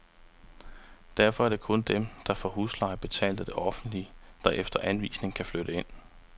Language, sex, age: Danish, male, 35